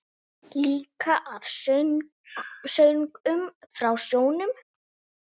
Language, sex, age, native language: Icelandic, female, 8, Icelandic